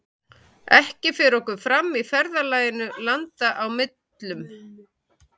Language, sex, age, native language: Icelandic, male, 11, Icelandic